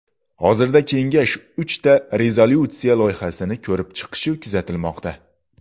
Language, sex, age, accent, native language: Uzbek, male, 19-29, Xorazm, Uzbek